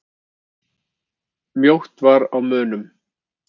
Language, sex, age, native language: Icelandic, male, 50-59, Icelandic